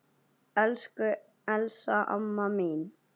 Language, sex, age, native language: Icelandic, male, 9, Icelandic